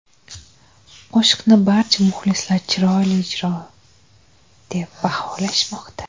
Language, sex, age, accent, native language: Uzbek, female, 25-34, Jizzax, Uzbek